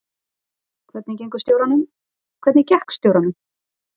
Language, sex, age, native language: Icelandic, female, 40-49, Icelandic